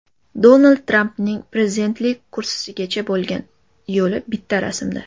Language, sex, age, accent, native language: Uzbek, female, 18-24, Toshkent shahri, Uzbek